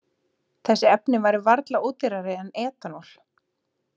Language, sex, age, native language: Icelandic, female, 30-39, Icelandic